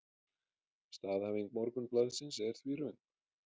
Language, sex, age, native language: Icelandic, male, 30-39, Icelandic